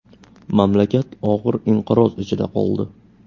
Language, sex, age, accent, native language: Uzbek, male, 18-24, Namangan, Uzbek